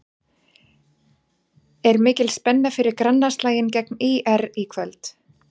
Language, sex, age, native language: Icelandic, female, 40-49, Icelandic